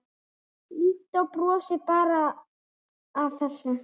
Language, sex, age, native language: Icelandic, male, 8, Icelandic